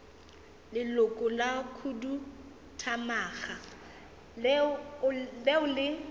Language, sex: Northern Sotho, female